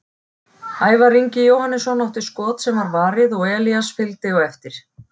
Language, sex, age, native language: Icelandic, female, 40-49, Icelandic